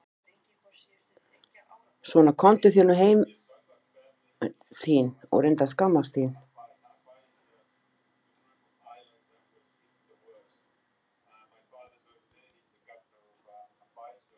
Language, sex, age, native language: Icelandic, female, 50-59, Icelandic